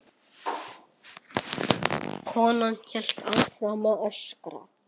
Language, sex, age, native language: Icelandic, male, 8, Icelandic